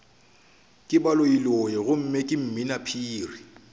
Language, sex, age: Northern Sotho, male, 29